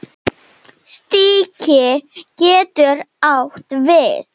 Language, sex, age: Icelandic, female, 7